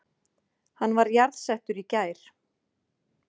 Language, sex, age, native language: Icelandic, female, 40-49, Icelandic